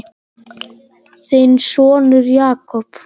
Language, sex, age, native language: Icelandic, male, 9, Icelandic